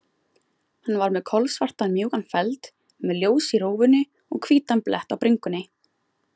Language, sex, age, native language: Icelandic, female, 20-29, Icelandic